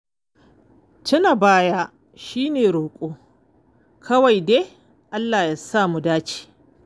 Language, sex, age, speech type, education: Hausa, female, 15-29, spontaneous, tertiary